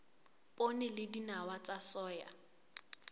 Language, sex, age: Southern Sotho, female, 23